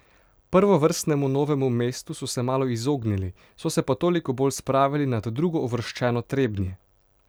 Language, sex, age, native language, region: Slovenian, male, 18-29, Slovenian, Pomurje region